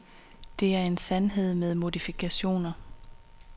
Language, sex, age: Danish, female, 26